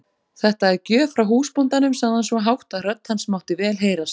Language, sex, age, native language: Icelandic, female, 40-49, Icelandic